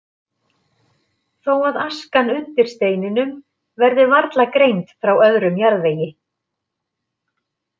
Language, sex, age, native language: Icelandic, female, 50-59, Icelandic